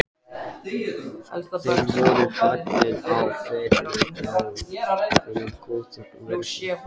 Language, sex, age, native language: Icelandic, male, 14, Icelandic